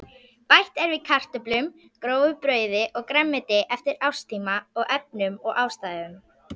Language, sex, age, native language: Icelandic, female, 40-49, Icelandic